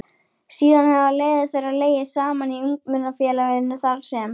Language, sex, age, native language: Icelandic, female, 13, Icelandic